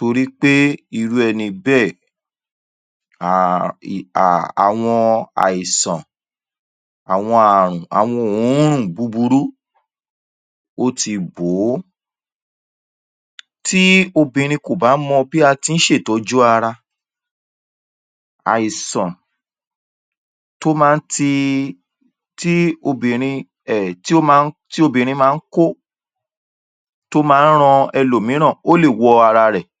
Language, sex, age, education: Yoruba, male, 30-45, tertiary